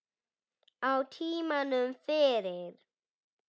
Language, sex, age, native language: Icelandic, female, 8, Icelandic